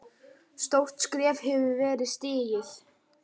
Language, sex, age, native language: Icelandic, male, 9, Icelandic